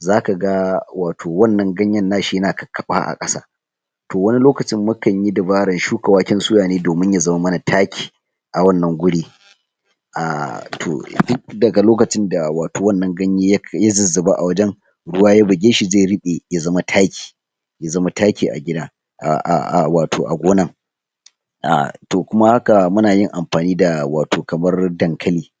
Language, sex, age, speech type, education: Hausa, male, 46-60, spontaneous, tertiary